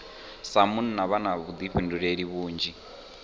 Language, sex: Venda, male